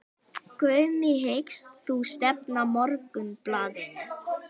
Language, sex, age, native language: Icelandic, male, 11, Icelandic